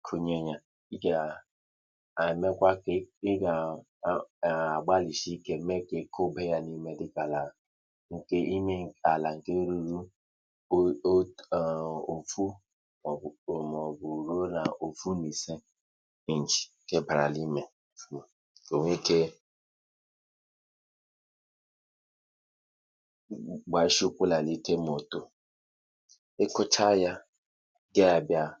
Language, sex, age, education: Igbo, male, 30-45, tertiary